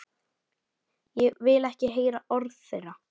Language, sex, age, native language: Icelandic, male, 9, Icelandic